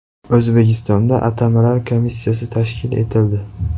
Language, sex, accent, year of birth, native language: Uzbek, male, Andijon, 2003, Uzbek